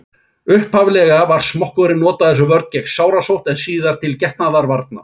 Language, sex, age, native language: Icelandic, male, 40-49, Icelandic